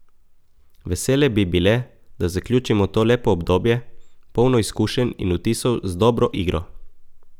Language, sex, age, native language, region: Slovenian, male, 18-29, Slovenian, Coastal Karst region